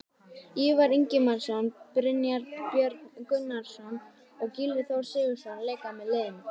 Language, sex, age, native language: Icelandic, female, 18-19, Icelandic